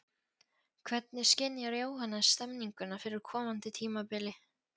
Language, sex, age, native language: Icelandic, female, 14, Polish